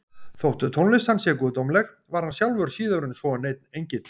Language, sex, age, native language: Icelandic, male, 50-59, Icelandic